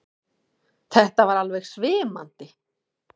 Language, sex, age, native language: Icelandic, female, 40-49, Icelandic